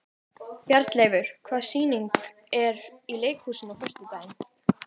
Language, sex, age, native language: Icelandic, female, 18-19, Icelandic